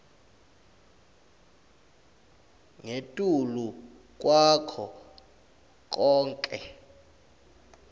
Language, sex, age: Swati, male, 21